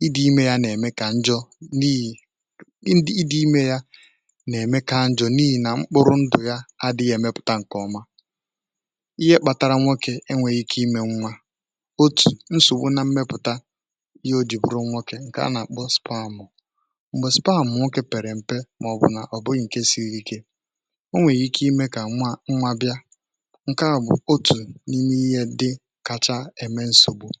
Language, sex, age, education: Igbo, male, 15-29, tertiary